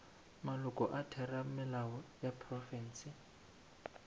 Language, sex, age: Northern Sotho, male, 18